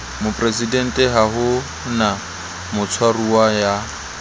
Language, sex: Southern Sotho, male